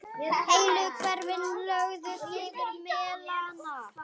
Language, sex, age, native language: Icelandic, female, 8, Icelandic